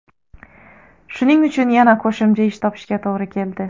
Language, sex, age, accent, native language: Uzbek, female, 30-39, Xorazm, Uzbek